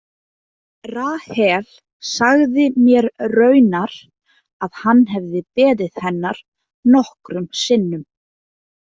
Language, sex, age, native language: Icelandic, female, 20-29, Icelandic